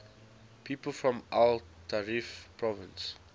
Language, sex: English, male